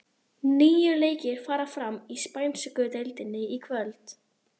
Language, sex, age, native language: Icelandic, female, 30-39, Icelandic